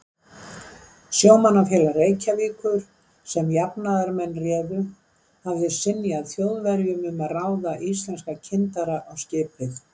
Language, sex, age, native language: Icelandic, female, 70-79, Icelandic